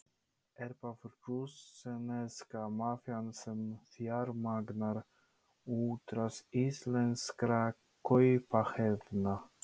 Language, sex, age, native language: Icelandic, male, 30-39, Polish